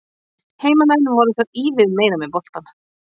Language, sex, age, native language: Icelandic, female, 50-59, Icelandic